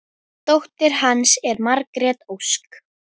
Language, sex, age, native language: Icelandic, female, 9, Icelandic